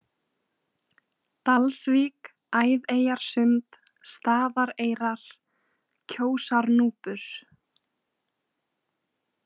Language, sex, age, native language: Icelandic, female, 20-29, Icelandic